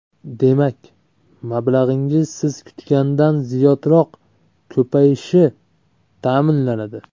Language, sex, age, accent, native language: Uzbek, male, 25-34, Namangan, Uzbek